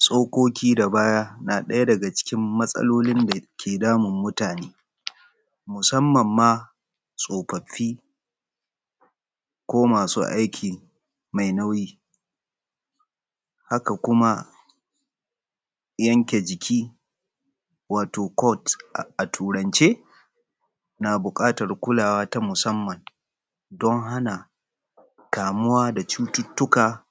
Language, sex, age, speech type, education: Hausa, male, 30-45, spontaneous, tertiary